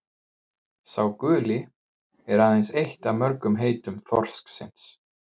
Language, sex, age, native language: Icelandic, male, 50-59, Icelandic